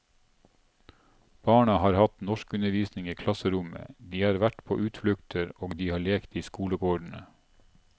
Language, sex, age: Norwegian, male, 47